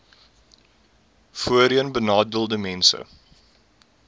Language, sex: Afrikaans, male